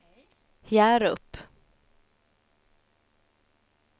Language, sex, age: Swedish, female, 30